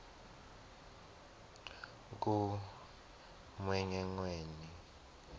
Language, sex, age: South Ndebele, male, 19